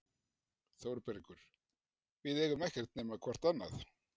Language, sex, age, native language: Icelandic, male, 60-69, Icelandic